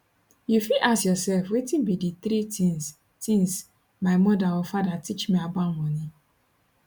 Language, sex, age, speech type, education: Nigerian Pidgin, female, 15-29, spontaneous, tertiary